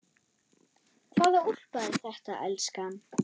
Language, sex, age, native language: Icelandic, female, 9, German